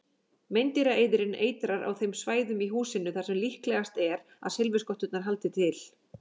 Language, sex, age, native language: Icelandic, female, 40-49, Icelandic